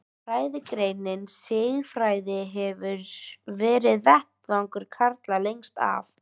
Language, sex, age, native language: Icelandic, female, 13, Icelandic